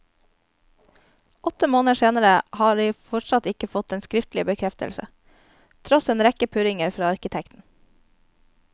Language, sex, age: Norwegian, female, 22